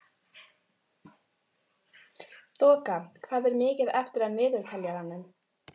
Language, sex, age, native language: Icelandic, female, 12, Icelandic